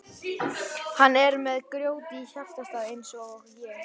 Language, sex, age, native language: Icelandic, male, 11, Icelandic